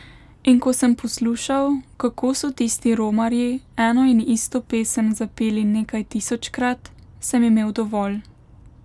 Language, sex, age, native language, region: Slovenian, female, 18-29, Slovenian, Pomurje region